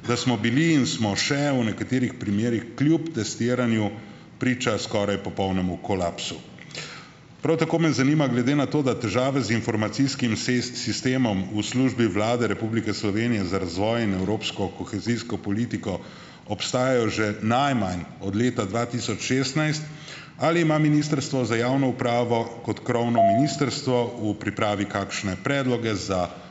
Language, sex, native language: Slovenian, male, Slovenian